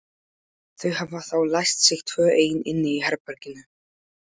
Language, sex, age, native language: Icelandic, male, 12, Polish